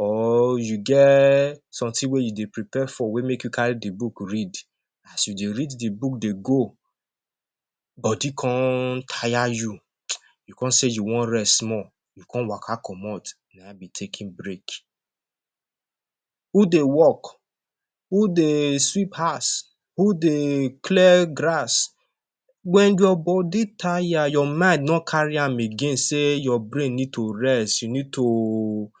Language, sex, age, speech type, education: Nigerian Pidgin, male, 15-29, spontaneous, tertiary